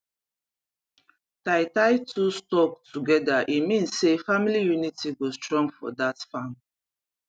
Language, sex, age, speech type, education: Nigerian Pidgin, female, 30-45, spontaneous, tertiary